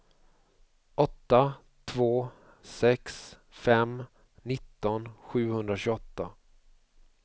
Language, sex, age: Swedish, male, 45